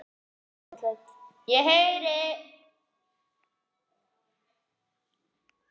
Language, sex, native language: Icelandic, male, Icelandic